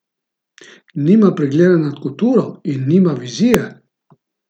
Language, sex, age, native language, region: Slovenian, male, 50-59, Slovenian, Gorica region